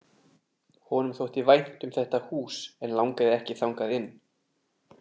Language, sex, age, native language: Icelandic, male, 30-39, Icelandic